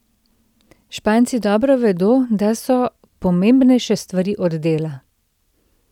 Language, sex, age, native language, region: Slovenian, female, 30-49, Slovenian, Central Slovenia